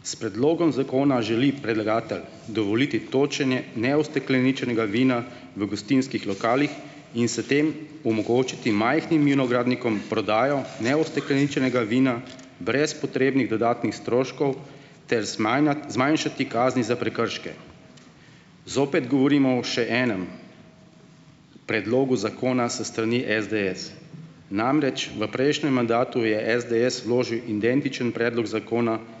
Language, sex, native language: Slovenian, male, Slovenian